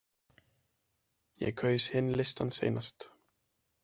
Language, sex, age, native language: Icelandic, male, 20-29, Icelandic